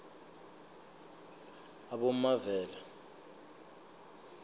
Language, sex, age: South Ndebele, male, 25